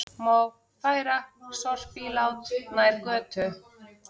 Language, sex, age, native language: Icelandic, female, 30-39, Icelandic